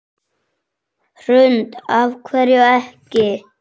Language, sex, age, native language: Icelandic, male, 6, Icelandic